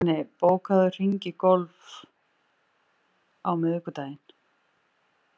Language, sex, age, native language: Icelandic, female, 40-49, Icelandic